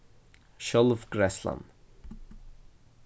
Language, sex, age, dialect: Faroese, male, 15-35, Suðurstreymoy